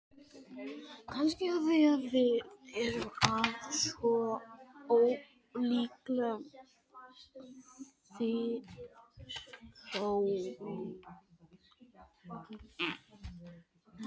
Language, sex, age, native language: Icelandic, male, 12, Icelandic